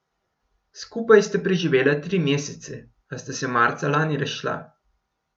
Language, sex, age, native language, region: Slovenian, male, 18-29, Slovenian, Gorenjska region